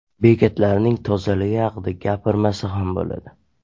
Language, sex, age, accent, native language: Uzbek, male, 12-17, Toshkent shahri, Uzbek